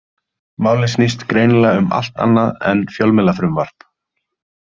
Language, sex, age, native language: Icelandic, male, 30-39, Icelandic